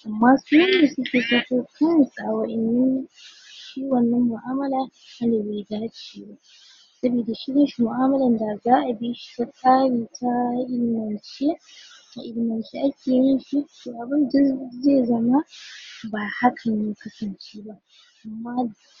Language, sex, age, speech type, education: Hausa, female, 15-29, spontaneous, tertiary